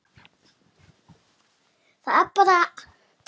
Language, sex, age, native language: Icelandic, male, 8, Icelandic